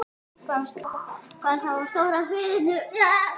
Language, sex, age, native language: Icelandic, female, 9, Icelandic